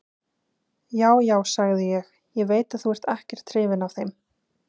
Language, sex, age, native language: Icelandic, female, 20-29, Icelandic